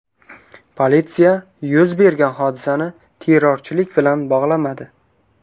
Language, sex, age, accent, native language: Uzbek, male, 19-29, Qashqadaryo, Uzbek